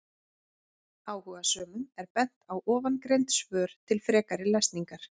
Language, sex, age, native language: Icelandic, female, 40-49, Icelandic